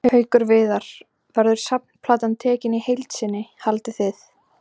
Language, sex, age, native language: Icelandic, female, 20-29, Icelandic